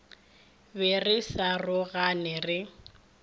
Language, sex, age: Northern Sotho, female, 23